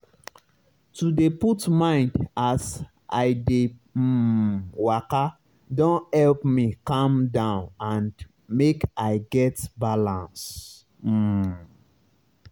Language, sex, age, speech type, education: Nigerian Pidgin, male, 30-45, spontaneous, tertiary